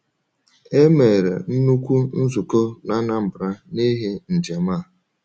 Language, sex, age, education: Igbo, male, 30-45, tertiary